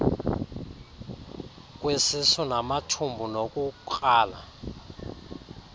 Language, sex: Xhosa, male